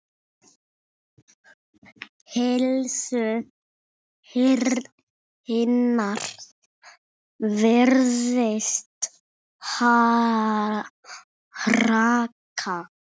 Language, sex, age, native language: Icelandic, male, 6, Icelandic